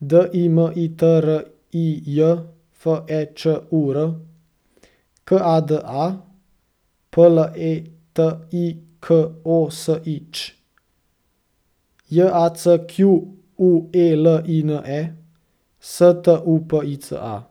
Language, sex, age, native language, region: Slovenian, male, 18-29, Slovenian, Central Slovenia